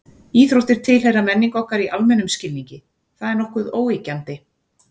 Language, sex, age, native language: Icelandic, female, 40-49, Icelandic